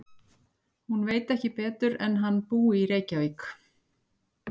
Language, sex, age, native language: Icelandic, female, 60-69, Icelandic